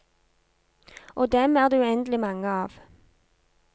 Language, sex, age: Norwegian, female, 32